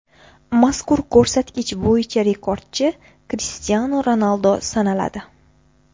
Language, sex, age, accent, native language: Uzbek, female, 18-24, Buxoro, Uzbek